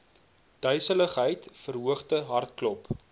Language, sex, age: Afrikaans, male, 22